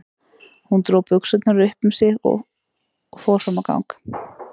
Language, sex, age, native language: Icelandic, female, 30-39, Icelandic